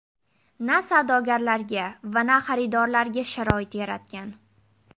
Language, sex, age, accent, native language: Uzbek, female, 18-24, Namangan, Uzbek